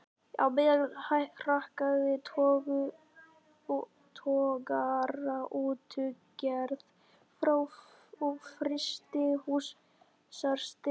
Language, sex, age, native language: Icelandic, male, 11, Icelandic